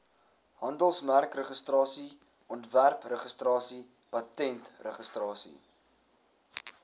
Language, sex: Afrikaans, male